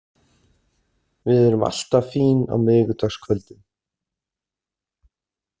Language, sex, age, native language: Icelandic, female, 30-39, Icelandic